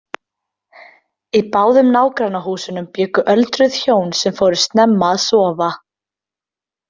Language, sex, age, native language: Icelandic, female, 20-29, Icelandic